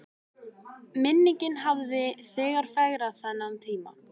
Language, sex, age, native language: Icelandic, female, 14, Icelandic